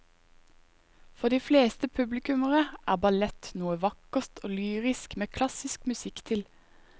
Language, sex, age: Norwegian, female, 21